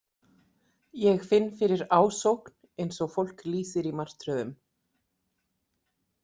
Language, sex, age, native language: Icelandic, female, 40-49, Icelandic